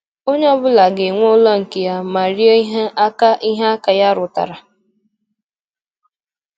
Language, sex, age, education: Igbo, female, 15-29, tertiary